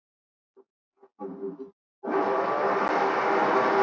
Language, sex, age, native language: Icelandic, female, 20-29, Icelandic